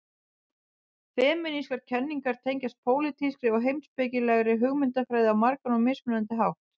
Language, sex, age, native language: Icelandic, female, 30-39, Icelandic